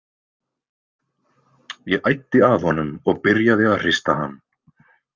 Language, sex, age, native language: Icelandic, male, 20-29, Icelandic